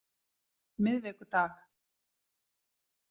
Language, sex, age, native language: Icelandic, female, 40-49, Icelandic